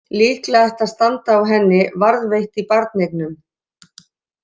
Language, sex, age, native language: Icelandic, female, 40-49, Icelandic